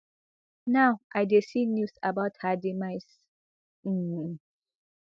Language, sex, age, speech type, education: Nigerian Pidgin, female, 15-29, spontaneous, tertiary